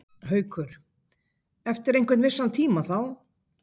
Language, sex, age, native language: Icelandic, female, 50-59, Icelandic